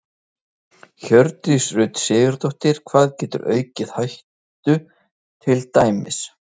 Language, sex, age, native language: Icelandic, male, 30-39, Icelandic